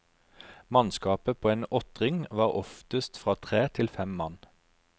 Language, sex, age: Norwegian, male, 43